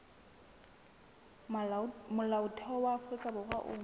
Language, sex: Southern Sotho, female